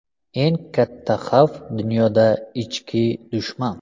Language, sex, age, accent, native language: Uzbek, male, 25-34, Samarqand, Uzbek